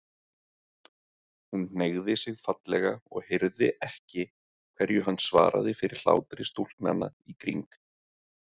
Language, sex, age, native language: Icelandic, male, 30-39, Icelandic